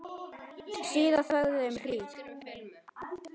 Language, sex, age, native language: Icelandic, male, 9, Icelandic